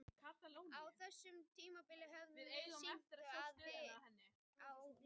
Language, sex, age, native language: Icelandic, male, 18-19, Icelandic